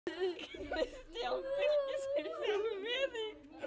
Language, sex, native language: Icelandic, other, Chinese